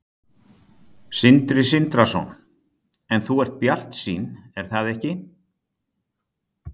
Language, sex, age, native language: Icelandic, male, 60-69, Icelandic